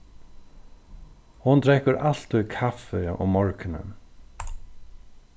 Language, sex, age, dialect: Faroese, male, 36-60, Norðurstreymoy/Eysturoy